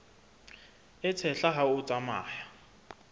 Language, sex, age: Southern Sotho, male, 26